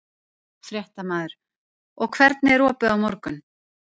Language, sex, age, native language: Icelandic, female, 30-39, Icelandic